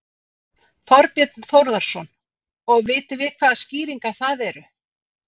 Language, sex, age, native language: Icelandic, female, 50-59, Icelandic